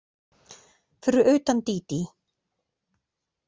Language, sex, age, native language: Icelandic, female, 40-49, Icelandic